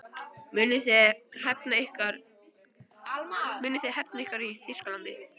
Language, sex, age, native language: Icelandic, female, 12, Icelandic